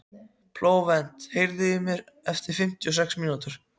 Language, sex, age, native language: Icelandic, other, 14, Icelandic